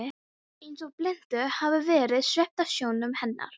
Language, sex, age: Icelandic, female, 13